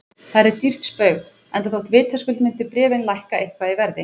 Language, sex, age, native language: Icelandic, female, 20-29, Icelandic